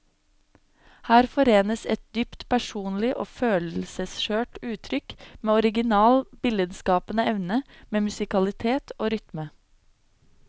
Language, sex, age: Norwegian, female, 26